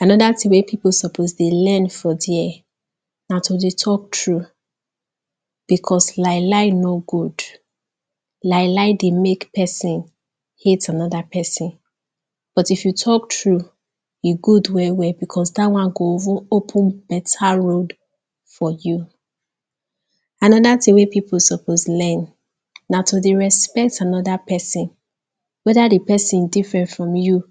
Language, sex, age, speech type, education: Nigerian Pidgin, female, 15-29, spontaneous, tertiary